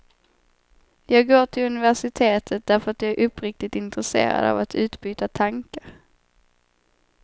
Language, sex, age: Swedish, female, 25